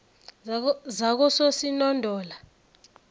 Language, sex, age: South Ndebele, female, 22